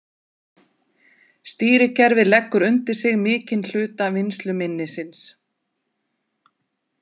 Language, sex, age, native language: Icelandic, female, 40-49, Icelandic